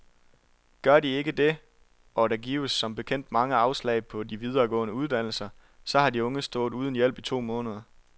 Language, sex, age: Danish, male, 23